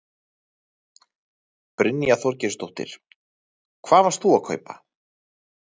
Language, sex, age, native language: Icelandic, male, 30-39, Icelandic